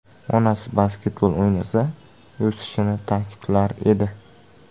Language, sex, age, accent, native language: Uzbek, male, 18-24, Jizzax, Uzbek